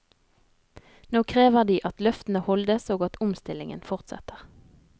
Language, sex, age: Norwegian, female, 32